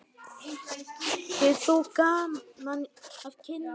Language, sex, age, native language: Icelandic, male, 9, Icelandic